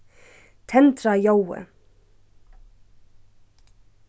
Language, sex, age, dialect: Faroese, female, 15-35, Suðurstreymoy